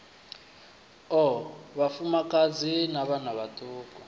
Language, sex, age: Venda, male, 24